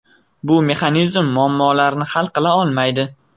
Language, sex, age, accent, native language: Uzbek, male, 18-24, Farg'ona, Uzbek